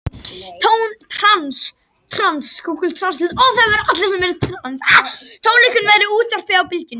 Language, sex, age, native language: Icelandic, male, 60-69, Icelandic